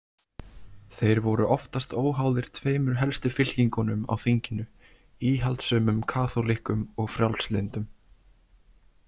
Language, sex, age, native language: Icelandic, male, 20-29, Icelandic